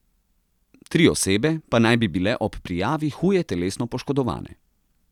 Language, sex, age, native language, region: Slovenian, male, 30-49, Slovenian, Central Slovenia